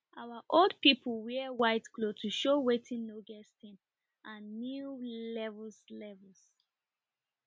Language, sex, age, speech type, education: Nigerian Pidgin, female, 30-45, spontaneous, tertiary